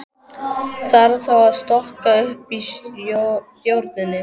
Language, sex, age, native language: Icelandic, male, 12, Icelandic